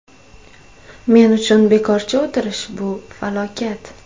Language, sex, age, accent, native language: Uzbek, female, 25-34, Toshkent viloyati, Uzbek